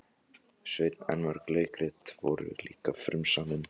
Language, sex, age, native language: Icelandic, other, 14, Icelandic